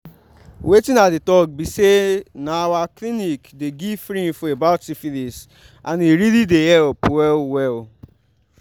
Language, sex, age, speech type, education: Nigerian Pidgin, male, 15-29, spontaneous, tertiary